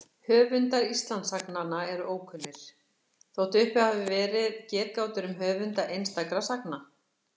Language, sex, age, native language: Icelandic, female, 60-69, Icelandic